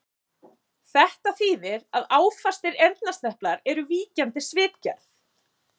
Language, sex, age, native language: Icelandic, female, 30-39, Icelandic